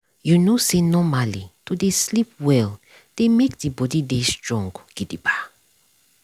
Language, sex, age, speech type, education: Nigerian Pidgin, female, 30-45, spontaneous, tertiary